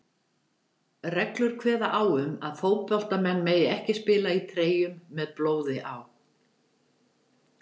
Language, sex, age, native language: Icelandic, female, 70-79, Icelandic